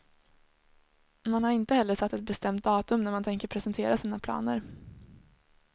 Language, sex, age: Swedish, female, 21